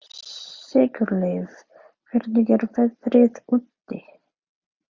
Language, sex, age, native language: Icelandic, female, 30-39, Filipino